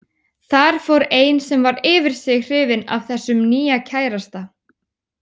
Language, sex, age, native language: Icelandic, female, 18-19, Icelandic